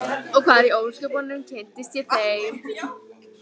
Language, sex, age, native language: Icelandic, female, 18-19, Icelandic